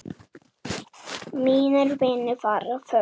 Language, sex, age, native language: Icelandic, male, 7, Icelandic